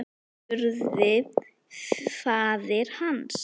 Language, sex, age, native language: Icelandic, female, 9, Icelandic